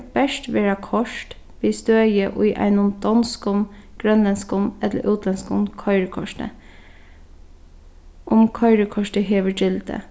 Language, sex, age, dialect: Faroese, female, 15-35, Sandoy